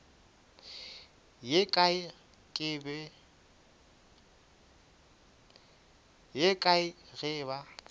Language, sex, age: Northern Sotho, male, 24